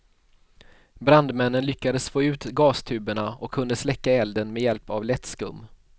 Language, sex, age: Swedish, male, 31